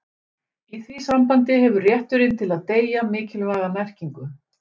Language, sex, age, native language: Icelandic, female, 60-69, Icelandic